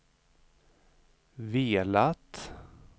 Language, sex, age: Swedish, male, 35